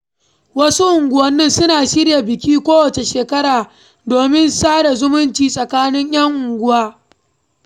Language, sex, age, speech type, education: Hausa, female, 15-29, read, primary